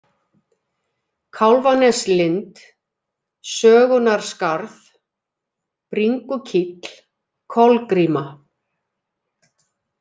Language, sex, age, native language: Icelandic, female, 50-59, Icelandic